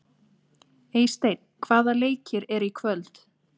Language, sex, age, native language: Icelandic, female, 30-39, Icelandic